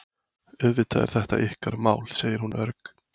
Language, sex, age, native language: Icelandic, male, 20-29, Icelandic